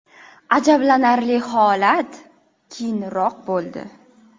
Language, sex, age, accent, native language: Uzbek, female, 25-34, Navoiy, Uzbek